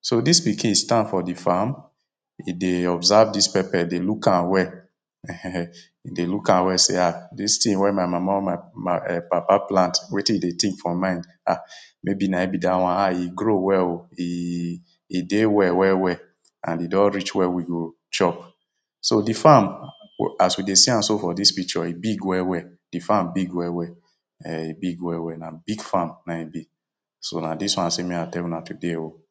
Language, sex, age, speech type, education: Nigerian Pidgin, male, 30-45, spontaneous, tertiary